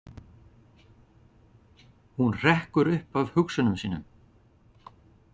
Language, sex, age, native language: Icelandic, male, 40-49, Icelandic